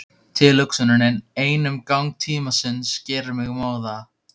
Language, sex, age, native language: Icelandic, male, 15, Icelandic